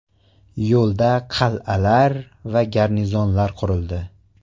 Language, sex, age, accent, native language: Uzbek, male, 18-24, Surxondaryo, Uzbek